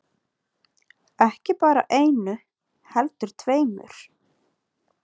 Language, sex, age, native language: Icelandic, female, 30-39, Icelandic